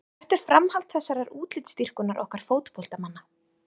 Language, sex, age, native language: Icelandic, female, 30-39, Icelandic